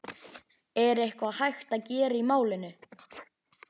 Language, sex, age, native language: Icelandic, male, 11, Icelandic